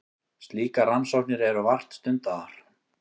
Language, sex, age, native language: Icelandic, male, 18-19, Icelandic